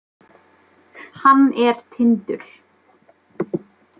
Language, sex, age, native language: Icelandic, female, 20-29, Icelandic